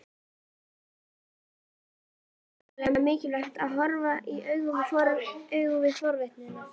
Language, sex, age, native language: Icelandic, female, 11, Icelandic